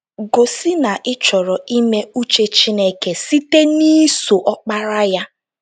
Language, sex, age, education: Igbo, female, 15-29, tertiary